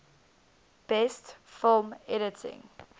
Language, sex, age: English, female, 19